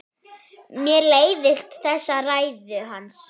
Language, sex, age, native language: Icelandic, female, 9, Icelandic